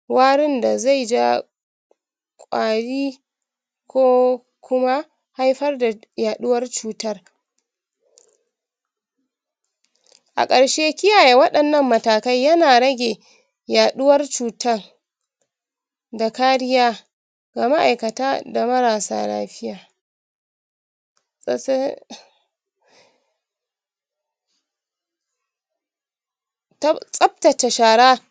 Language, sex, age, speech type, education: Hausa, female, 60+, spontaneous, tertiary